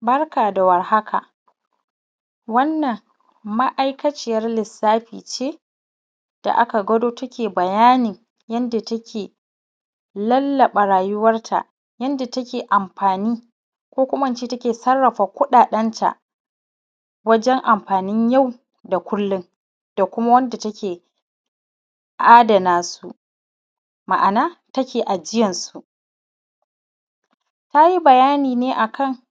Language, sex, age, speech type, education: Hausa, female, 30-45, spontaneous, primary